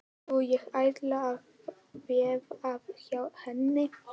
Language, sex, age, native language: Icelandic, male, 11, Icelandic